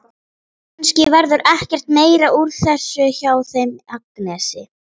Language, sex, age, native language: Icelandic, female, 11, Icelandic